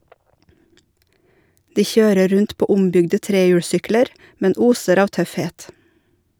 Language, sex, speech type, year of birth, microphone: Norwegian, female, read, 1970, Shure